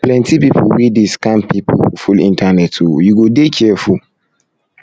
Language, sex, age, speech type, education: Nigerian Pidgin, male, 15-29, spontaneous, tertiary